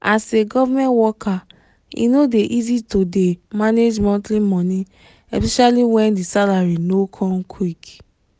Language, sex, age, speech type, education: Nigerian Pidgin, female, 15-29, spontaneous, tertiary